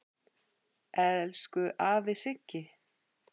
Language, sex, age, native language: Icelandic, female, 8, Icelandic